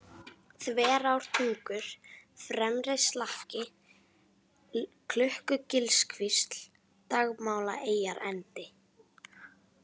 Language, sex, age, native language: Icelandic, female, 18-19, Icelandic